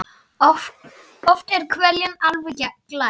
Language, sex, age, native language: Icelandic, female, 10, Icelandic